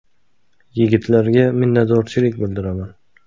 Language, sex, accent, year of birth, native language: Uzbek, male, Qashqadaryo, 1995, Uzbek